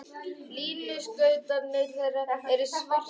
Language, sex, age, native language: Icelandic, other, 18-19, Icelandic